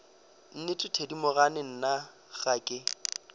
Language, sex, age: Northern Sotho, male, 22